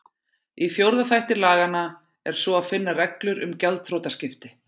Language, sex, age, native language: Icelandic, female, 40-49, Icelandic